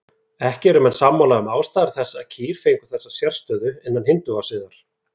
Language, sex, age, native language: Icelandic, male, 30-39, Icelandic